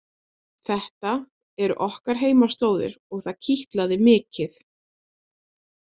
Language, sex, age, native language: Icelandic, female, 20-29, Icelandic